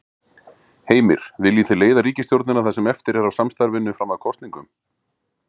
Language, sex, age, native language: Icelandic, male, 40-49, Icelandic